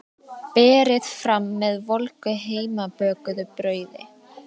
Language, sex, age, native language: Icelandic, female, 13, Icelandic